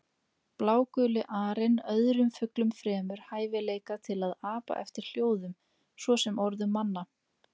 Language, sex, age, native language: Icelandic, female, 20-29, Icelandic